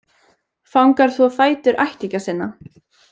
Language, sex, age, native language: Icelandic, female, 20-29, Icelandic